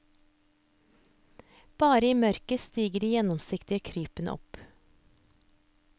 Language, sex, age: Norwegian, female, 30